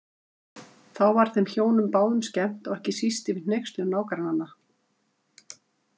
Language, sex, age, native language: Icelandic, female, 50-59, Icelandic